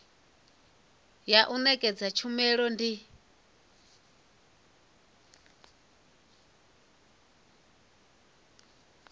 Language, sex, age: Venda, female, 24